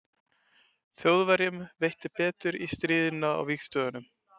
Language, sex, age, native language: Icelandic, male, 20-29, Icelandic